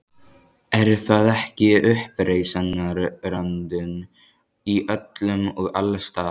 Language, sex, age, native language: Icelandic, male, 14, Icelandic